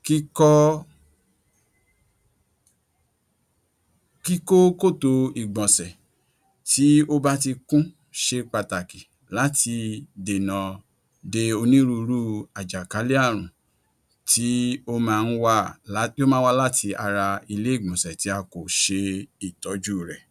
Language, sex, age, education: Yoruba, male, 46-60, tertiary